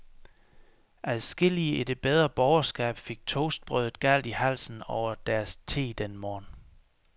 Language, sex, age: Danish, male, 33